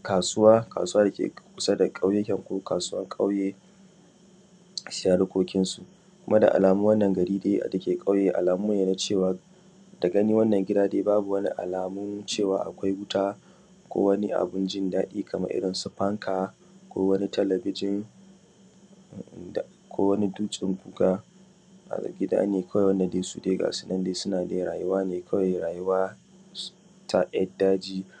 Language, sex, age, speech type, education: Hausa, male, 30-45, spontaneous, secondary